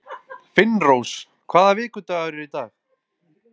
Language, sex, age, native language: Icelandic, male, 20-29, Icelandic